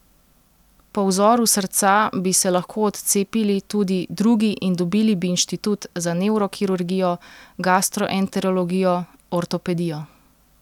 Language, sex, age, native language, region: Slovenian, female, 30-49, Slovenian, Central Slovenia